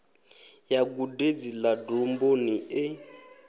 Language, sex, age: Venda, male, 23